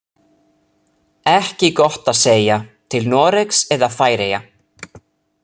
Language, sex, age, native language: Icelandic, male, 30-39, Italian